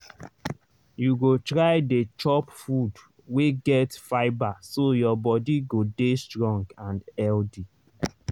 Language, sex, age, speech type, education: Nigerian Pidgin, male, 30-45, spontaneous, tertiary